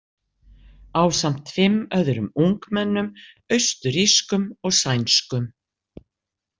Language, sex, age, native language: Icelandic, female, 60-69, Icelandic